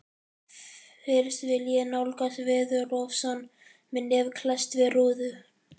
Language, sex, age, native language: Icelandic, male, 11, Icelandic